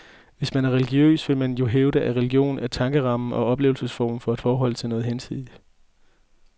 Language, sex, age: Danish, male, 20